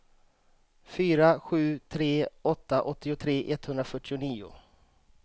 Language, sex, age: Swedish, male, 35